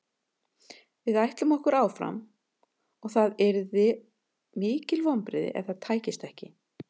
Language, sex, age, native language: Icelandic, female, 50-59, Icelandic